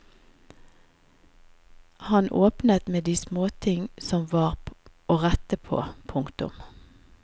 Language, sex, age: Norwegian, female, 50